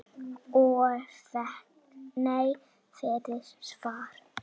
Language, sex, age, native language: Icelandic, female, 6, Icelandic